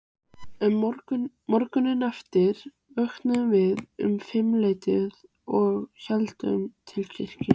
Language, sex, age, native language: Icelandic, female, 15, Icelandic